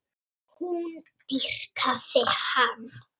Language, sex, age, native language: Icelandic, female, 6, Icelandic